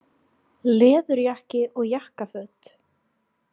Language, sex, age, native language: Icelandic, female, 16, Icelandic